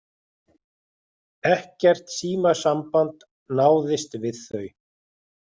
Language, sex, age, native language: Icelandic, male, 40-49, Icelandic